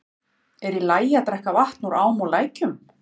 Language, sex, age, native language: Icelandic, female, 50-59, Icelandic